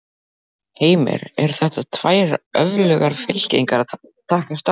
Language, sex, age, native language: Icelandic, male, 12, Icelandic